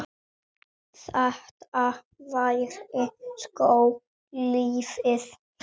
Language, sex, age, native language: Icelandic, male, 7, Icelandic